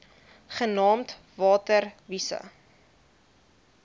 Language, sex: Afrikaans, female